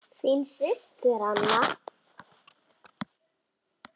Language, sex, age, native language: Icelandic, female, 8, Icelandic